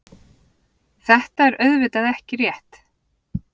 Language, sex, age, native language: Icelandic, female, 40-49, Icelandic